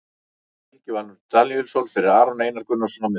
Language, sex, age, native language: Icelandic, male, 40-49, Icelandic